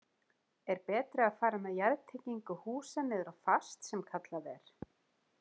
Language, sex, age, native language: Icelandic, female, 40-49, Icelandic